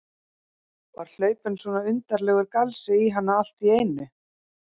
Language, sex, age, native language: Icelandic, female, 30-39, Icelandic